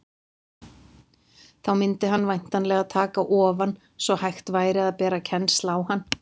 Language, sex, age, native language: Icelandic, female, 50-59, Icelandic